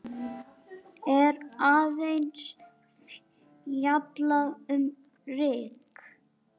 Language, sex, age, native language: Icelandic, female, 8, Icelandic